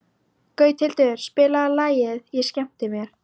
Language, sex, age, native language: Icelandic, female, 13, Icelandic